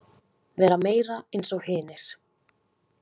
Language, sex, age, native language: Icelandic, female, 20-29, Icelandic